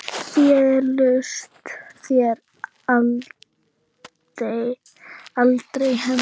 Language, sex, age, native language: Icelandic, female, 9, Icelandic